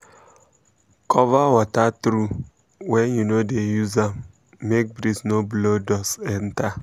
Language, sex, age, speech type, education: Nigerian Pidgin, male, 15-29, spontaneous, tertiary